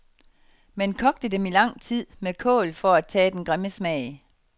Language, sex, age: Danish, female, 49